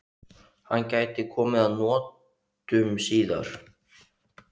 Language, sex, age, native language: Icelandic, male, 15, Icelandic